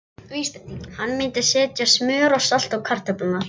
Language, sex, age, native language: Icelandic, other, 11, Icelandic